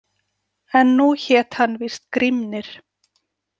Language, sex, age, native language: Icelandic, female, 40-49, Icelandic